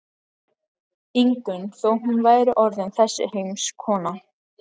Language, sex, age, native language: Icelandic, other, 13, Icelandic